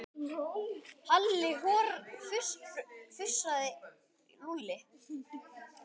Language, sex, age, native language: Icelandic, male, 10, Icelandic